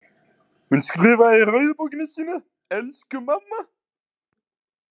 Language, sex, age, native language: Icelandic, male, 30-39, Icelandic